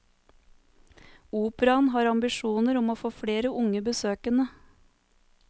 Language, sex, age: Norwegian, female, 30